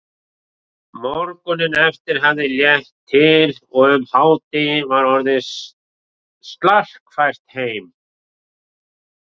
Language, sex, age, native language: Icelandic, male, 40-49, Icelandic